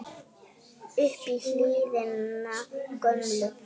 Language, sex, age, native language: Icelandic, female, 8, Icelandic